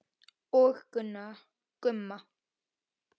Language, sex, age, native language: Icelandic, male, 9, Icelandic